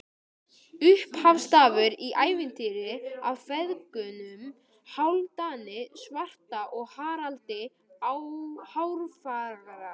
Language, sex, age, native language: Icelandic, male, 13, Icelandic